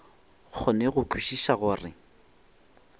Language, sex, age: Northern Sotho, male, 21